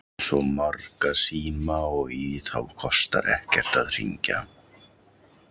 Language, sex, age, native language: Icelandic, male, 40-49, Icelandic